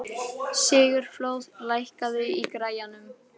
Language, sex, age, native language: Icelandic, female, 18-19, Icelandic